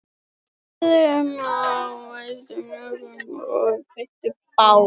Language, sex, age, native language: Icelandic, female, 18-19, Icelandic